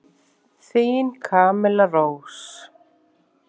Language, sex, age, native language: Icelandic, male, 7, Icelandic